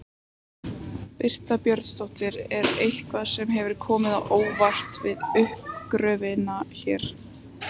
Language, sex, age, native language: Icelandic, female, 18-19, Icelandic